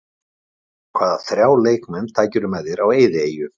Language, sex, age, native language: Icelandic, male, 50-59, Icelandic